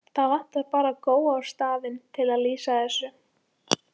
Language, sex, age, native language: Icelandic, female, 18-19, Icelandic